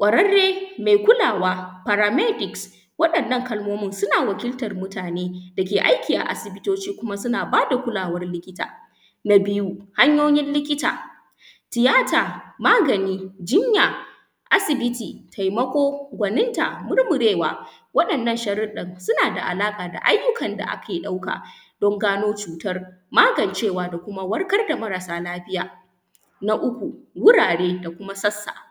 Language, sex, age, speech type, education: Hausa, female, 15-29, spontaneous, tertiary